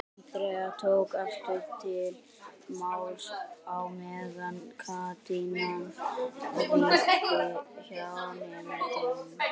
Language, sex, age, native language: Icelandic, female, 60-69, Icelandic